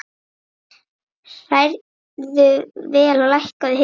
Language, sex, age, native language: Icelandic, female, 9, Icelandic